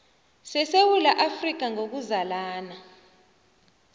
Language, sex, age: South Ndebele, female, 29